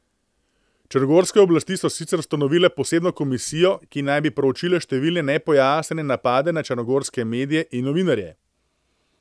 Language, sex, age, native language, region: Slovenian, male, 30-49, Slovenian, Central Slovenia